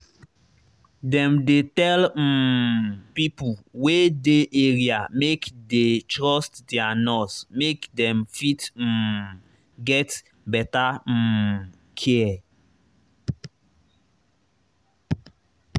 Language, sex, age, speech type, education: Nigerian Pidgin, male, 30-45, spontaneous, tertiary